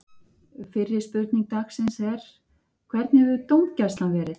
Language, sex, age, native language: Icelandic, female, 50-59, Icelandic